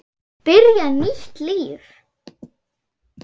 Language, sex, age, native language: Icelandic, female, 8, Swedish